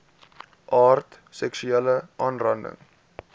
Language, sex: Afrikaans, male